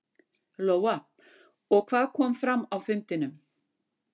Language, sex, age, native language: Icelandic, female, 60-69, Icelandic